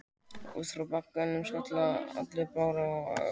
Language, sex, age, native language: Icelandic, male, 18-19, Icelandic